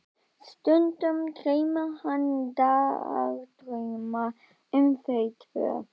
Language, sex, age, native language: Icelandic, female, 12, Icelandic